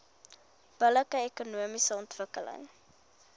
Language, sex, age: Afrikaans, female, 21